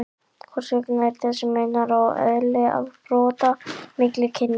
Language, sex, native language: Icelandic, male, Icelandic